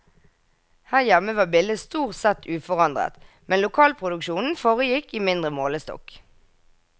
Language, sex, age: Norwegian, female, 24